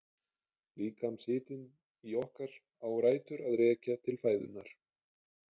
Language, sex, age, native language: Icelandic, male, 30-39, Icelandic